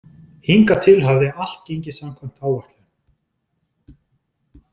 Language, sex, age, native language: Icelandic, male, 20-29, Icelandic